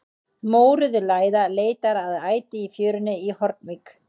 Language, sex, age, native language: Icelandic, female, 30-39, Icelandic